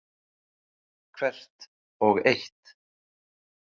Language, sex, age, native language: Icelandic, male, 30-39, Icelandic